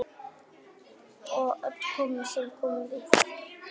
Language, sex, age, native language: Icelandic, male, 9, Icelandic